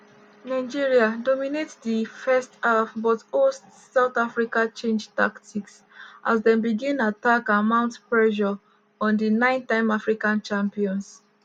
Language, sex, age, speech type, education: Nigerian Pidgin, male, 30-45, spontaneous, tertiary